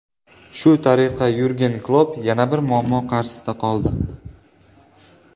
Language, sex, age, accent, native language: Uzbek, male, 19-29, Farg'ona, Uzbek